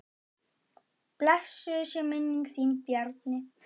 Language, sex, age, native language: Icelandic, male, 9, Icelandic